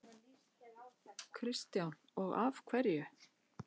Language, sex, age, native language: Icelandic, male, 11, Icelandic